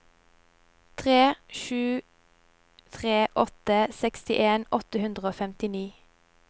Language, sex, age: Norwegian, female, 17